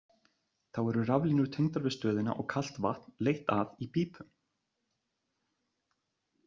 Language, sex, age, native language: Icelandic, male, 30-39, Icelandic